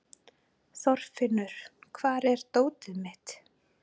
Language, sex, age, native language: Icelandic, female, 40-49, Icelandic